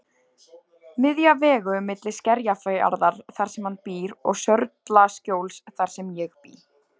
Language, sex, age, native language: Icelandic, female, 20-29, Icelandic